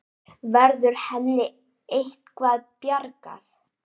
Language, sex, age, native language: Icelandic, female, 8, Icelandic